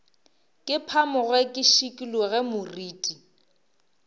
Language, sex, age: Northern Sotho, female, 23